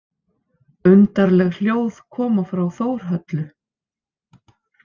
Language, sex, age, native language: Icelandic, female, 50-59, Icelandic